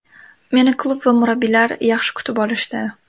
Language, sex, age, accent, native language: Uzbek, female, 18-24, Andijon, Uzbek